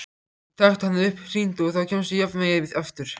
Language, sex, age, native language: Icelandic, male, 14, Icelandic